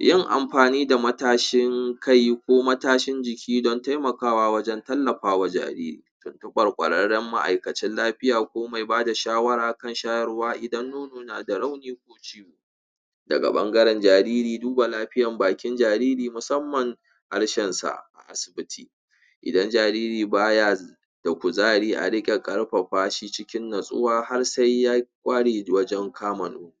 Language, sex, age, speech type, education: Hausa, male, 30-45, spontaneous, tertiary